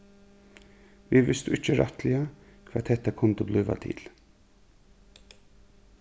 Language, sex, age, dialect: Faroese, male, 36-60, Suðurstreymoy